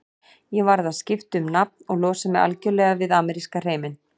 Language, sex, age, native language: Icelandic, female, 40-49, Icelandic